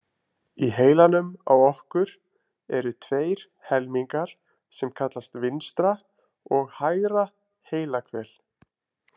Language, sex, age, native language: Icelandic, male, 20-29, Icelandic